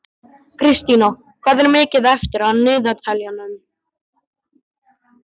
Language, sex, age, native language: Icelandic, male, 12, Icelandic